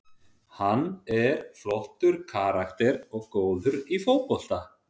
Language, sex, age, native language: Icelandic, male, 30-39, Icelandic